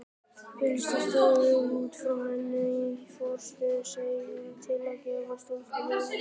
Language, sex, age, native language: Icelandic, male, 18-19, Icelandic